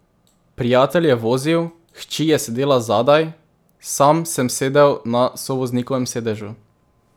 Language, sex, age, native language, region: Slovenian, male, 18-29, Slovenian, Drava region